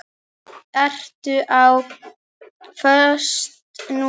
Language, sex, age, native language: Icelandic, male, 9, Icelandic